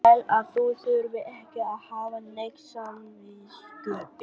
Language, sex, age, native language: Icelandic, male, 11, Vietnamese